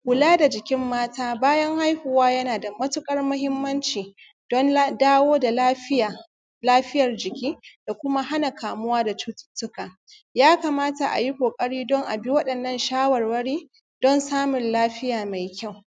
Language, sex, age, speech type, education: Hausa, female, 30-45, spontaneous, primary